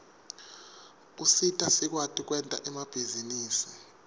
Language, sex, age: Swati, male, 23